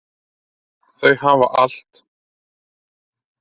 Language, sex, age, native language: Icelandic, male, 30-39, Icelandic